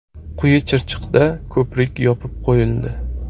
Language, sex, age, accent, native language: Uzbek, male, 25-34, Samarqand, Uzbek